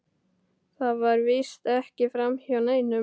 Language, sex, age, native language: Icelandic, male, 12, Icelandic